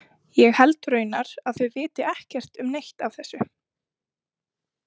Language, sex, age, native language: Icelandic, female, 20-29, Icelandic